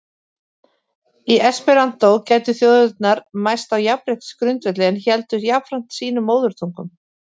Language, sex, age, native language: Icelandic, female, 40-49, Icelandic